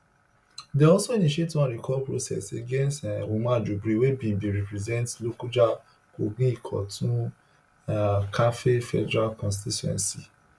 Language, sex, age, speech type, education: Nigerian Pidgin, male, 30-45, spontaneous, tertiary